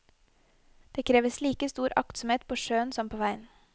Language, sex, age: Norwegian, female, 21